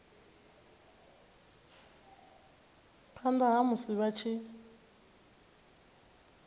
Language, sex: Venda, female